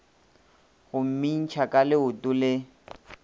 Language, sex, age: Northern Sotho, male, 26